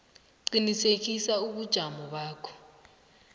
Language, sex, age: South Ndebele, female, 19